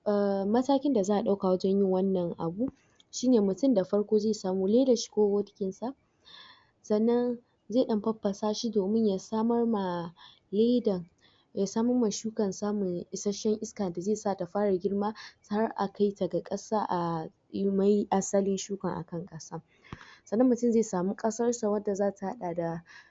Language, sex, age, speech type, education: Hausa, female, 46-60, spontaneous, tertiary